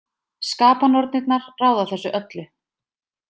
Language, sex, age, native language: Icelandic, female, 20-29, Icelandic